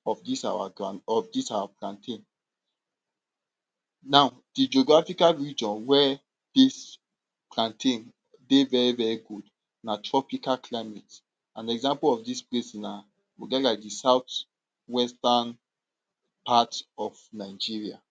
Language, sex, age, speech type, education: Nigerian Pidgin, male, 46-60, spontaneous, tertiary